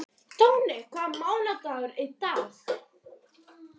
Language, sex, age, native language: Icelandic, female, 18-19, Icelandic